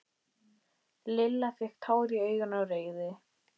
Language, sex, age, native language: Icelandic, female, 12, Icelandic